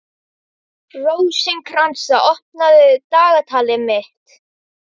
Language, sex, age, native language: Icelandic, female, 12, Icelandic